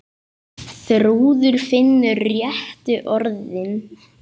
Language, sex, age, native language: Icelandic, male, 8, Icelandic